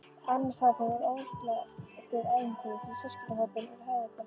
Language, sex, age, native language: Icelandic, female, 11, Icelandic